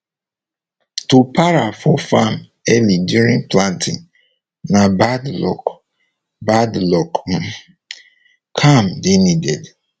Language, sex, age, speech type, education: Nigerian Pidgin, male, 30-45, spontaneous, tertiary